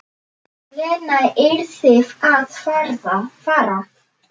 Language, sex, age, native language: Icelandic, male, 10, Icelandic